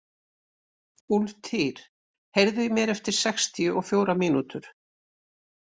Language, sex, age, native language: Icelandic, female, 60-69, Icelandic